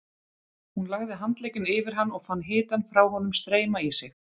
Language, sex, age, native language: Icelandic, female, 30-39, Icelandic